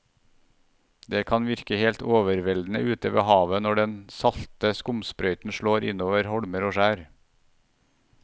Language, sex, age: Norwegian, male, 41